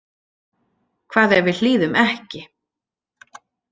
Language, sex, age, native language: Icelandic, female, 40-49, Icelandic